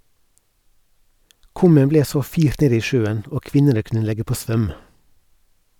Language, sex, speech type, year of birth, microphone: Norwegian, male, read, 1970, Sennheiser